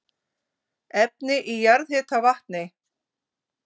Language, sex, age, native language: Icelandic, female, 50-59, Icelandic